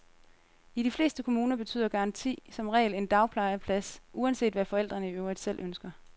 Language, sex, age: Danish, female, 30